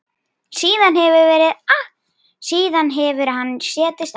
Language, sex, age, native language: Icelandic, female, 10, Icelandic